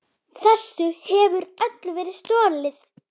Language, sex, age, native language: Icelandic, female, 8, Icelandic